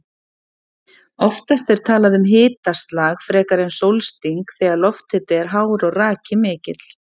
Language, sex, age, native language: Icelandic, female, 40-49, Icelandic